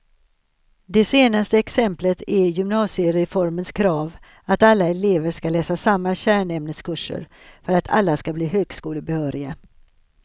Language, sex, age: Swedish, female, 63